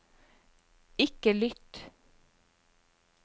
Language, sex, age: Norwegian, female, 44